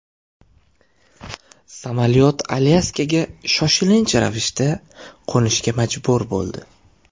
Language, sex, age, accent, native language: Uzbek, male, 18-24, Toshkent shahri, Uzbek